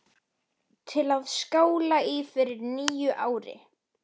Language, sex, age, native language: Icelandic, female, 12, Icelandic